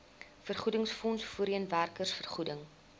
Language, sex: Afrikaans, female